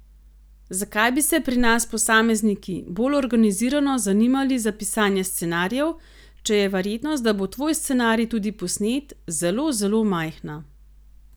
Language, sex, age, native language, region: Slovenian, female, 30-49, Slovenian, Gorenjska region